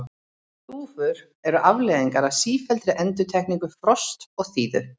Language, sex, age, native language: Icelandic, female, 30-39, Icelandic